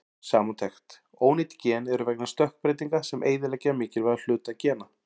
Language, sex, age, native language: Icelandic, male, 40-49, Icelandic